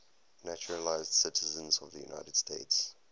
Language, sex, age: English, male, 19